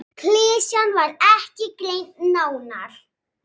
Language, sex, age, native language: Icelandic, female, 6, Icelandic